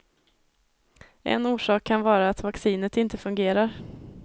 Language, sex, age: Swedish, female, 21